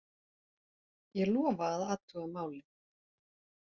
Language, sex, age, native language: Icelandic, female, 40-49, Icelandic